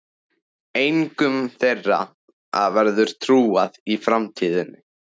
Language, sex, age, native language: Icelandic, male, 14, Icelandic